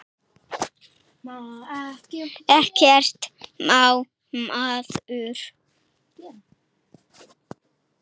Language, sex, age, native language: Icelandic, female, 8, Icelandic